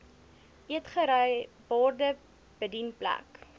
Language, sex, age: Afrikaans, female, 20